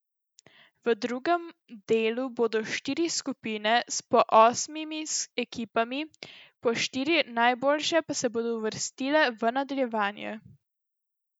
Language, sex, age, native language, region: Slovenian, female, 12-17, Slovenian, Central Slovenia